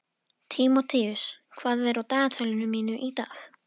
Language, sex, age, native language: Icelandic, female, 12, Icelandic